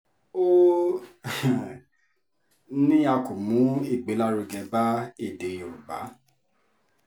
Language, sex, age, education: Yoruba, female, 30-45, tertiary